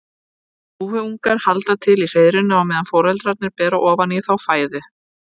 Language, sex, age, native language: Icelandic, female, 30-39, Icelandic